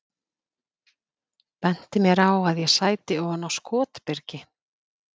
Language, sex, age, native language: Icelandic, female, 50-59, Icelandic